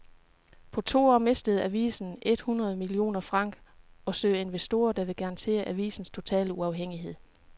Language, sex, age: Danish, female, 36